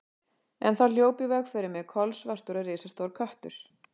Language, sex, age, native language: Icelandic, female, 40-49, Icelandic